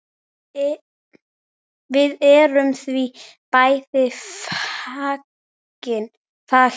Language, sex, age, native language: Icelandic, male, 9, Icelandic